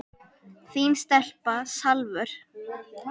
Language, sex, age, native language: Icelandic, female, 10, Icelandic